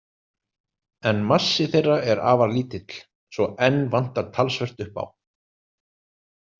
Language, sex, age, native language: Icelandic, male, 30-39, Icelandic